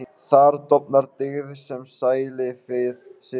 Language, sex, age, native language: Icelandic, male, 18-19, Icelandic